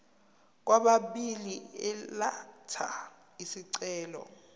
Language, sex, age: Zulu, male, 23